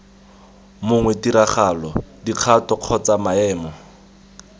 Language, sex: Tswana, male